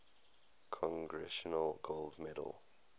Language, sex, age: English, male, 19